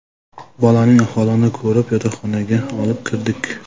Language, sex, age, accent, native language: Uzbek, male, 25-34, Jizzax, Uzbek